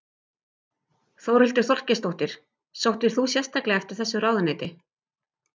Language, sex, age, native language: Icelandic, female, 50-59, Icelandic